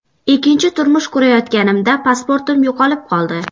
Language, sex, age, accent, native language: Uzbek, female, 12-17, Farg'ona, Uzbek